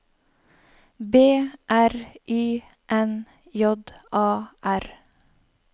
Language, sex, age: Norwegian, female, 31